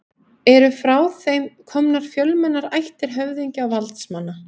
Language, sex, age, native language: Icelandic, female, 30-39, Icelandic